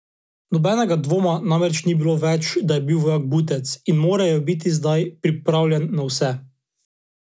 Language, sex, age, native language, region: Slovenian, male, 18-29, Slovenian, Drava region